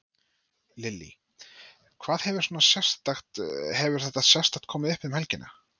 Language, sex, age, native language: Icelandic, male, 30-39, Icelandic